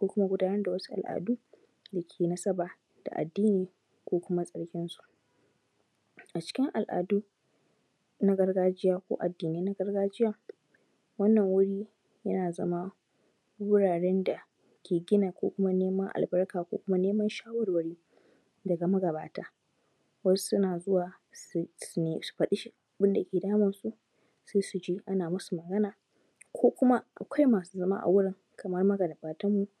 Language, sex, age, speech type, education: Hausa, female, 15-29, spontaneous, tertiary